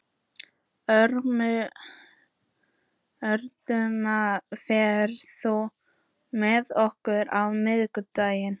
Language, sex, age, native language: Icelandic, female, 14, Icelandic